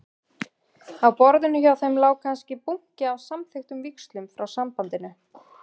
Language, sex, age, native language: Icelandic, female, 30-39, Icelandic